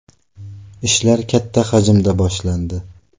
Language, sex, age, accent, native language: Uzbek, male, 18-24, Navoiy, Uzbek